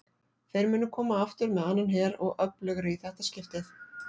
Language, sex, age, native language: Icelandic, female, 40-49, Icelandic